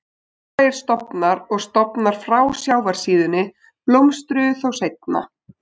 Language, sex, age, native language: Icelandic, female, 20-29, Icelandic